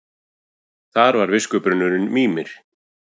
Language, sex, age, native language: Icelandic, female, 40-49, Icelandic